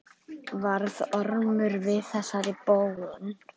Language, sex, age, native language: Icelandic, female, 10, Icelandic